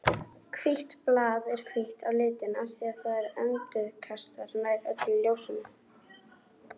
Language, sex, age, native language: Icelandic, female, 18-19, Icelandic